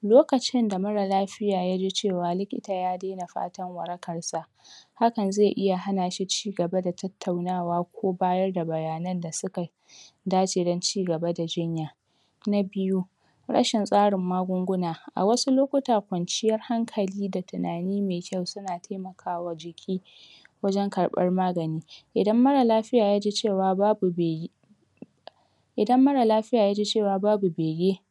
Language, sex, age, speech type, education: Hausa, female, 46-60, spontaneous, secondary